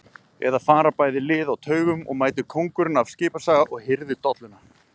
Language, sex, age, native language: Icelandic, male, 30-39, Icelandic